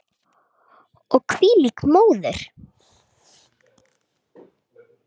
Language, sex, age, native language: Icelandic, female, 8, Icelandic